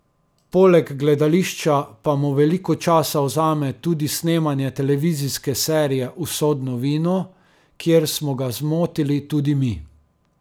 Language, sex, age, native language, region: Slovenian, male, 30-49, Slovenian, Carinthia region